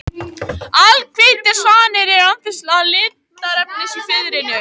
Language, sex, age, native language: Icelandic, female, 18-19, Icelandic